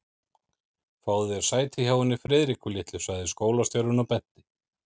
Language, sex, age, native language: Icelandic, male, 30-39, Icelandic